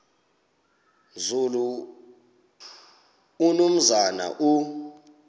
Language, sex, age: Xhosa, male, 26